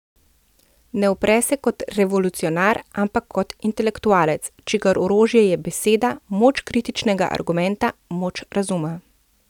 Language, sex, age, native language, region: Slovenian, female, 30-49, Slovenian, Central Slovenia